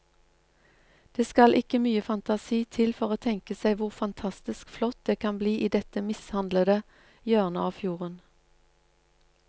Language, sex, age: Norwegian, female, 47